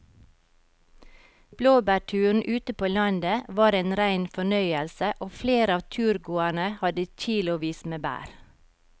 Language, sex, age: Norwegian, female, 52